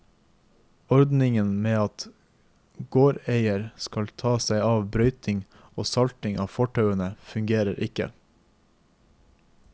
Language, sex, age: Norwegian, male, 24